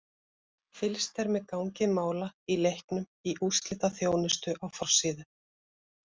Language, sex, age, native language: Icelandic, female, 50-59, Icelandic